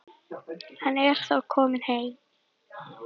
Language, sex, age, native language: Icelandic, female, 10, Icelandic